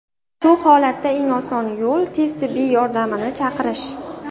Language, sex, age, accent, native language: Uzbek, female, under 19, Qashqadaryo, Uzbek